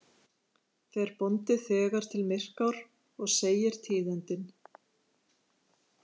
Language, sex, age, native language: Icelandic, female, 50-59, Icelandic